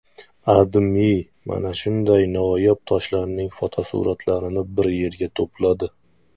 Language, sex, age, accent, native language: Uzbek, male, 19-29, Namangan, Uzbek